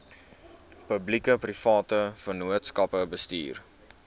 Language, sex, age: Afrikaans, male, 19